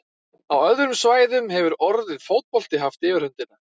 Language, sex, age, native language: Icelandic, male, 30-39, Icelandic